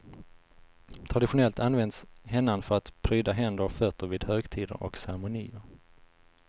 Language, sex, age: Swedish, male, 19